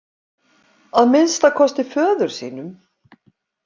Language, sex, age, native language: Icelandic, female, 50-59, Icelandic